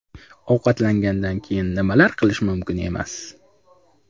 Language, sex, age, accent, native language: Uzbek, male, 25-34, Jizzax, Uzbek